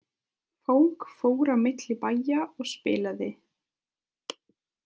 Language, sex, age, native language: Icelandic, female, 20-29, Italian